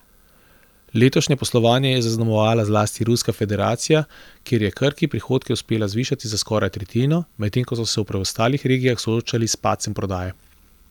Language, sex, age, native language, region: Slovenian, male, 30-49, Slovenian, Central Slovenia